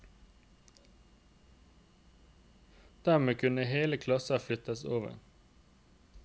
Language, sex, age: Norwegian, male, 29